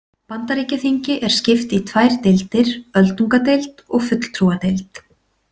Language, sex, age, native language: Icelandic, female, 40-49, Icelandic